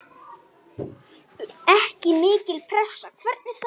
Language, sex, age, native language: Icelandic, male, 8, Icelandic